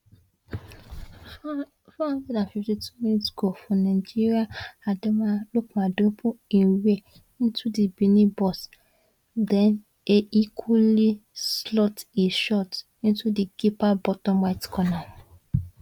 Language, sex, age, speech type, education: Nigerian Pidgin, female, 15-29, spontaneous, tertiary